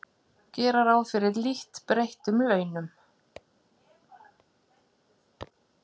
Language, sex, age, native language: Icelandic, female, 50-59, Icelandic